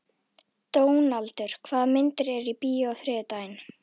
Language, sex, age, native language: Icelandic, female, 11, Icelandic